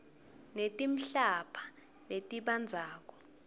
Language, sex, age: Swati, female, 22